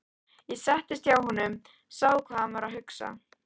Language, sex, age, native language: Icelandic, female, 13, Icelandic